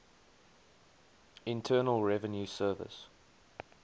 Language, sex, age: English, male, 23